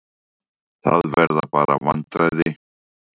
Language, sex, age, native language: Icelandic, male, 40-49, Icelandic